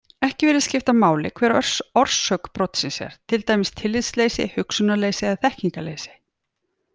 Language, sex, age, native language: Icelandic, female, 40-49, Icelandic